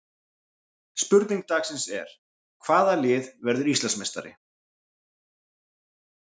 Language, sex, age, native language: Icelandic, male, 40-49, Icelandic